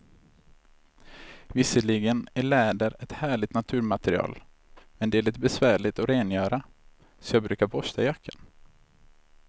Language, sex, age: Swedish, male, 26